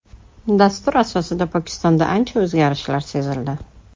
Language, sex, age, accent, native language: Uzbek, female, 35+, Toshkent shahri, Uzbek